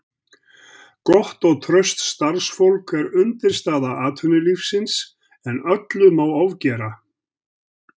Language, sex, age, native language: Icelandic, male, 70-79, Icelandic